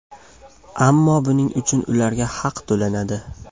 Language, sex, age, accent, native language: Uzbek, male, 18-24, Farg'ona, Uzbek